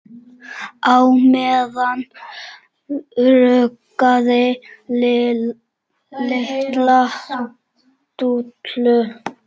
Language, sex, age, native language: Icelandic, male, 8, Czech